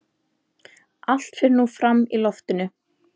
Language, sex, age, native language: Icelandic, female, 11, Icelandic